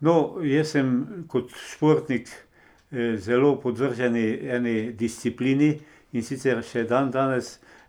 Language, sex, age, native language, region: Slovenian, male, 60+, Slovenian, Pomurje region